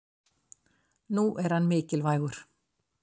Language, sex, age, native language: Icelandic, female, 60-69, Icelandic